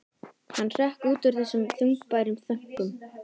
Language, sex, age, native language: Icelandic, female, 11, Icelandic